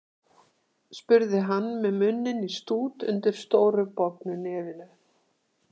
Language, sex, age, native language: Icelandic, female, 60-69, Icelandic